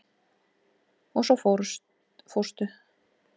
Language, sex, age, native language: Icelandic, female, 8, Icelandic